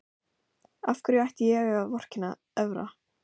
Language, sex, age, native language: Icelandic, female, 15, Icelandic